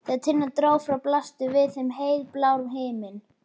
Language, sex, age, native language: Icelandic, female, 11, Icelandic